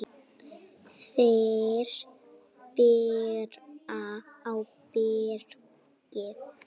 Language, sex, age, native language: Icelandic, female, 7, Icelandic